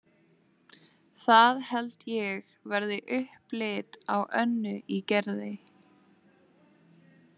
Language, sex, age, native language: Icelandic, female, 18-19, Lithuanian